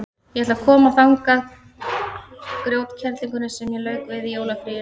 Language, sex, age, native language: Icelandic, female, 30-39, Icelandic